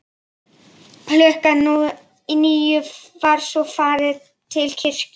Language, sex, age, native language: Icelandic, female, 11, Icelandic